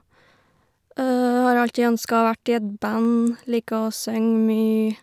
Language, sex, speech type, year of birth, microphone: Norwegian, female, spontaneous, 1990, Shure